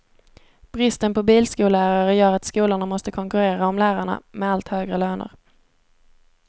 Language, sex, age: Swedish, female, 17